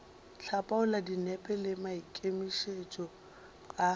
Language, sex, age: Northern Sotho, female, 23